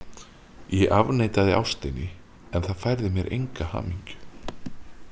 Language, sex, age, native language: Icelandic, male, 30-39, Icelandic